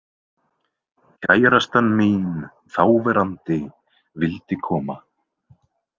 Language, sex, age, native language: Icelandic, male, 20-29, Icelandic